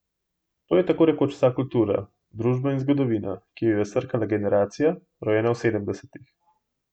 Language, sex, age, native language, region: Slovenian, male, 18-29, Slovenian, Gorenjska region